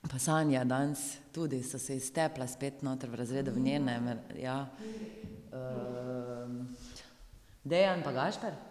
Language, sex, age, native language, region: Slovenian, female, 30-49, Slovenian, Drava region